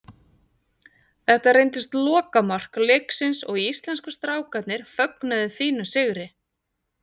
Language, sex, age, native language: Icelandic, female, 40-49, Icelandic